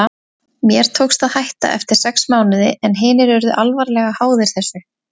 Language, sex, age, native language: Icelandic, female, 20-29, Icelandic